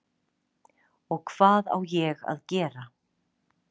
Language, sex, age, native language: Icelandic, female, 40-49, Icelandic